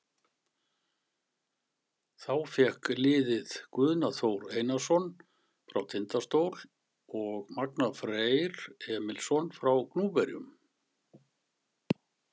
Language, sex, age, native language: Icelandic, male, 60-69, Icelandic